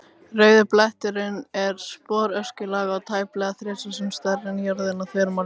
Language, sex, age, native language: Icelandic, female, 18-19, Icelandic